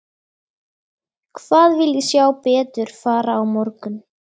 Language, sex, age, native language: Icelandic, female, 13, Icelandic